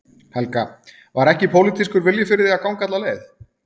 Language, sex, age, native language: Icelandic, male, 30-39, Icelandic